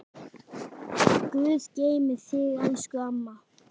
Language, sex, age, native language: Icelandic, male, 10, Icelandic